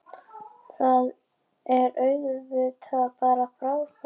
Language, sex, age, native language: Icelandic, female, 18-19, Icelandic